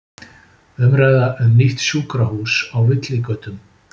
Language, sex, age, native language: Icelandic, male, 50-59, Icelandic